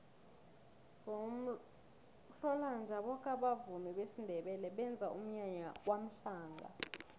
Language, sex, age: South Ndebele, female, 22